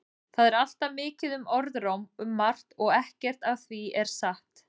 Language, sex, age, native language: Icelandic, female, 40-49, Icelandic